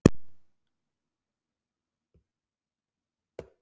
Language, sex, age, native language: Icelandic, female, 60-69, Icelandic